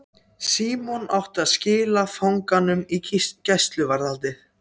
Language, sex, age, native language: Icelandic, other, 14, Icelandic